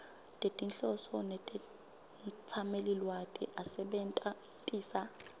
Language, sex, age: Swati, female, 25